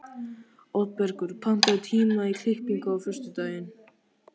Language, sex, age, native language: Icelandic, male, 13, Icelandic